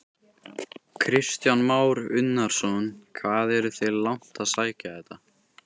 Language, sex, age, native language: Icelandic, male, 13, Icelandic